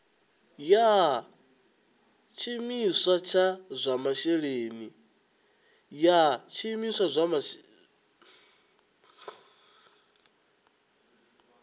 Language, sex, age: Venda, male, 20